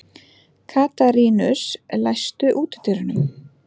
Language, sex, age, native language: Icelandic, female, 30-39, Icelandic